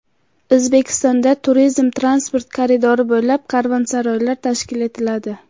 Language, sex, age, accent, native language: Uzbek, female, 19-29, Qashqadaryo, Uzbek